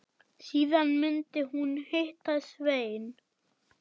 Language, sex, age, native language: Icelandic, male, 8, German